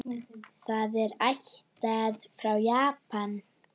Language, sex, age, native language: Icelandic, female, 9, Icelandic